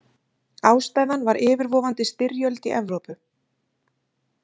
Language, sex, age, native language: Icelandic, female, 30-39, Icelandic